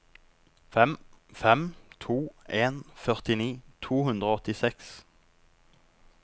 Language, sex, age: Norwegian, male, 19